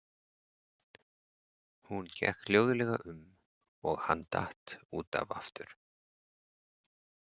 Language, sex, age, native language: Icelandic, male, 40-49, Icelandic